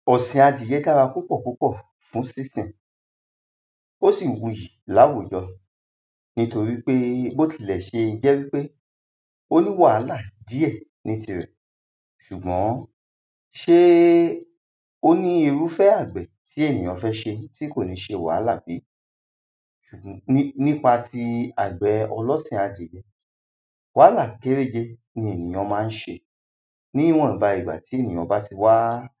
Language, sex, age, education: Yoruba, male, 30-45, secondary